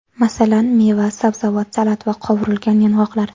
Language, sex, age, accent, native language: Uzbek, female, 18-24, Andijon, Uzbek